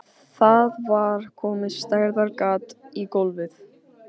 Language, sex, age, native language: Icelandic, male, 15, Icelandic